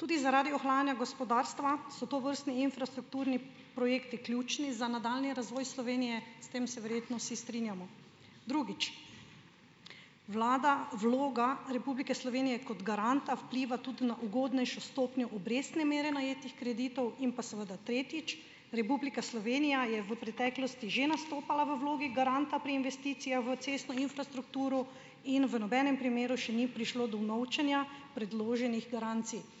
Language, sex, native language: Slovenian, female, Slovenian